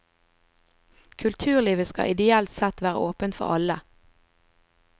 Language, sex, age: Norwegian, female, 20